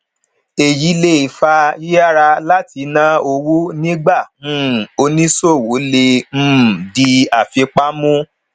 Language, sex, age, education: Yoruba, male, 30-45, tertiary